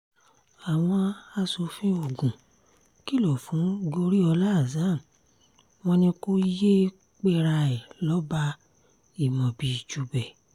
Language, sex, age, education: Yoruba, female, 30-45, tertiary